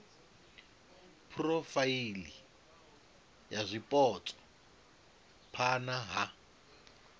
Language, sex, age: Venda, male, 25